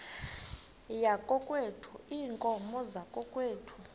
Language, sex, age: Xhosa, female, 23